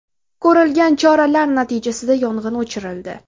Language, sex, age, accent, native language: Uzbek, female, 18-24, Farg'ona, Uzbek